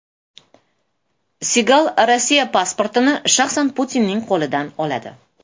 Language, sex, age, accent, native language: Uzbek, female, 35+, Toshkent shahri, Uzbek